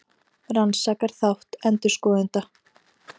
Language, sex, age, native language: Icelandic, female, 30-39, Icelandic